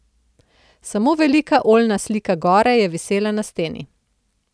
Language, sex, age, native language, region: Slovenian, female, 30-49, Slovenian, Central Slovenia